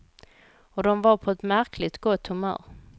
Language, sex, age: Swedish, female, 38